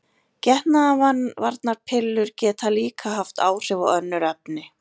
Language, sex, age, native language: Icelandic, female, 40-49, Icelandic